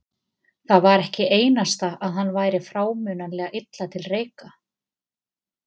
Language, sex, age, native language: Icelandic, female, 30-39, Icelandic